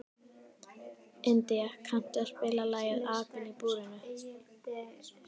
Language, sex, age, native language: Icelandic, female, 13, Icelandic